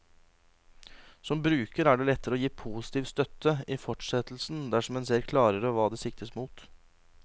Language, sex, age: Norwegian, male, 26